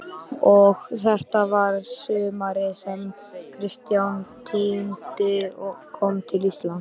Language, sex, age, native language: Icelandic, male, 13, Icelandic